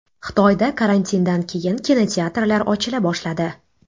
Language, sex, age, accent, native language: Uzbek, female, 18-24, Navoiy, Uzbek